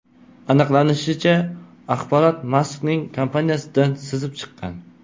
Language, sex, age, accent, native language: Uzbek, male, 18-24, Qoraqalpog'iston, Uzbek